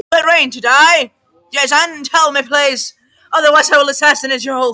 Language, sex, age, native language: Icelandic, male, 13, Icelandic